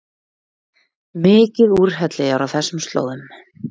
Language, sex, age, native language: Icelandic, female, 20-29, Icelandic